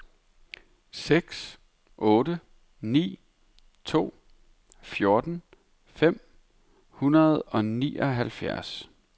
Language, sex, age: Danish, male, 31